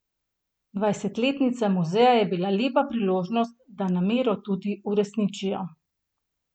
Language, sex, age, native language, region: Slovenian, female, 30-49, Slovenian, Gorenjska region